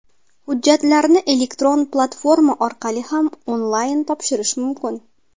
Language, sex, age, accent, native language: Uzbek, female, 19-29, Qashqadaryo, Uzbek